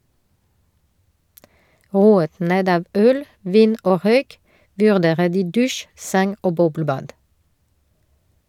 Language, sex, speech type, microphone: Norwegian, female, read, Shure